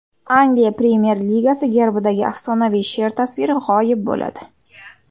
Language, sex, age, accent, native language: Uzbek, female, 18-24, Surxondaryo, Uzbek